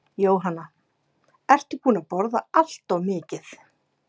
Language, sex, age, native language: Icelandic, female, 50-59, Icelandic